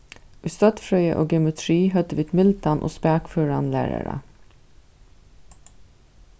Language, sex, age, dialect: Faroese, female, 36-60, Suðuroy